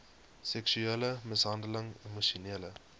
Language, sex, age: Afrikaans, male, 21